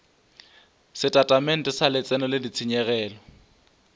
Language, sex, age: Northern Sotho, male, 20